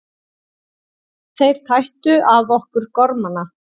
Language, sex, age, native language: Icelandic, female, 40-49, Icelandic